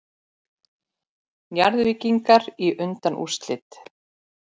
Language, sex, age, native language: Icelandic, female, 40-49, Icelandic